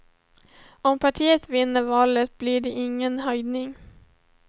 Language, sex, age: Swedish, female, 17